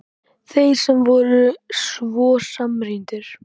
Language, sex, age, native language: Icelandic, male, 18-19, Icelandic